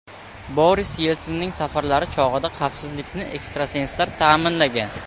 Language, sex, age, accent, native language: Uzbek, male, 18-24, Samarqand, Uzbek